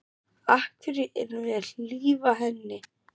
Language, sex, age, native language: Icelandic, male, 12, German